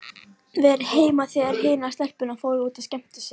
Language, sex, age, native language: Icelandic, female, 11, Icelandic